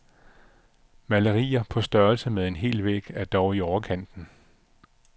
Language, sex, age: Danish, male, 46